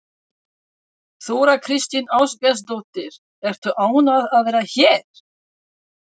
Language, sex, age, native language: Icelandic, female, 60-69, French